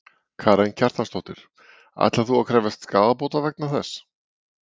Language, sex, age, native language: Icelandic, male, 40-49, Icelandic